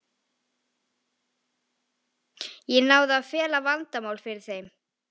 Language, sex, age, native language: Icelandic, female, 18-19, Icelandic